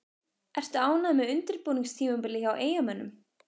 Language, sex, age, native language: Icelandic, female, 15, Icelandic